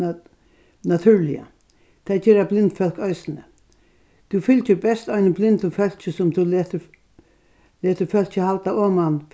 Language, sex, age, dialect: Faroese, female, 61+, Norðurstreymoy/Eysturoy